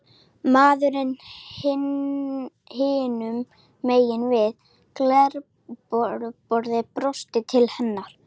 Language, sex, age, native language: Icelandic, female, 12, Icelandic